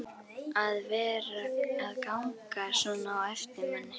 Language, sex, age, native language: Icelandic, other, 11, Icelandic